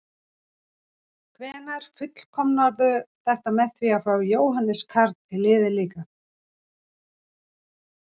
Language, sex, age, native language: Icelandic, female, 40-49, Icelandic